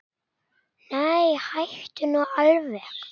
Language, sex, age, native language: Icelandic, male, 8, Icelandic